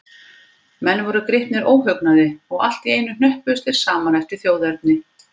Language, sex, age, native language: Icelandic, female, 50-59, Icelandic